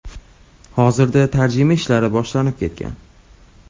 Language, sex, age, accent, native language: Uzbek, male, 18-24, Andijon, Uzbek